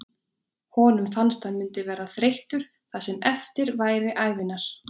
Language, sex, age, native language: Icelandic, female, 20-29, Icelandic